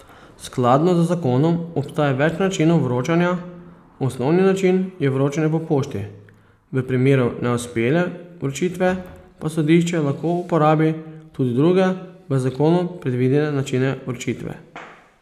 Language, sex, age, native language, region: Slovenian, male, 30-49, Slovenian, Posavska region